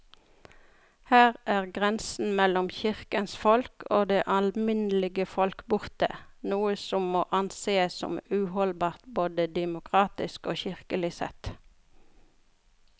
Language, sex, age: Norwegian, female, 42